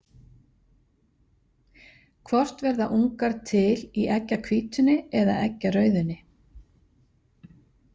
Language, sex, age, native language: Icelandic, female, 50-59, Icelandic